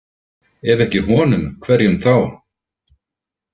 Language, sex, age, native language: Icelandic, male, 50-59, Icelandic